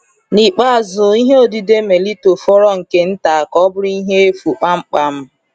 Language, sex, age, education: Igbo, female, 15-29, tertiary